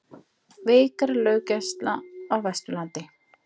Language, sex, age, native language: Icelandic, female, 20-29, Icelandic